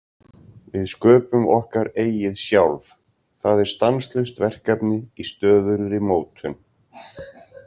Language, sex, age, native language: Icelandic, male, 40-49, Icelandic